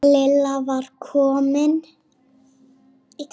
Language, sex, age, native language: Icelandic, female, 7, Icelandic